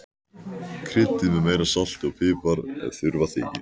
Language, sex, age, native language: Icelandic, male, 14, Icelandic